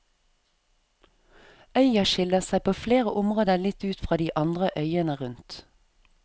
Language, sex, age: Norwegian, female, 34